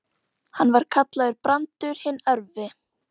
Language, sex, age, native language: Icelandic, female, 12, Icelandic